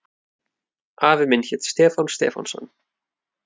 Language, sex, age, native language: Icelandic, male, 30-39, Icelandic